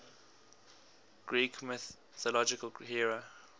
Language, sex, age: English, male, 18